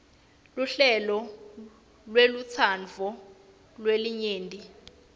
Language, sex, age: Swati, female, 19